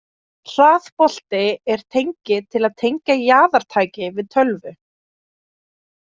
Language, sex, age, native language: Icelandic, female, 20-29, Icelandic